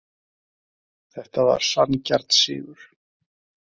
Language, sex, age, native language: Icelandic, male, 30-39, Icelandic